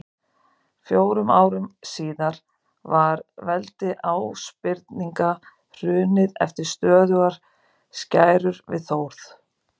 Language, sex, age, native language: Icelandic, female, 50-59, Icelandic